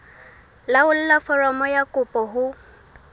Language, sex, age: Southern Sotho, female, 18